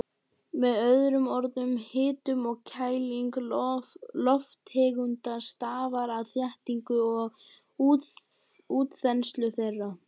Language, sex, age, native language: Icelandic, male, 18-19, Icelandic